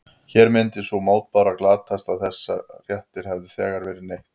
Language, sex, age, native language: Icelandic, male, 50-59, Icelandic